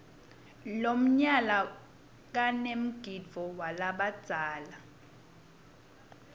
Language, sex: Swati, female